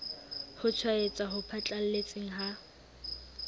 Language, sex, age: Southern Sotho, female, 18